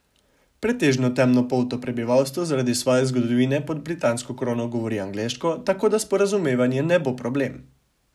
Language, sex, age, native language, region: Slovenian, male, 18-29, Slovenian, Savinja region